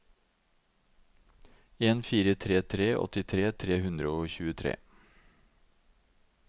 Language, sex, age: Norwegian, male, 52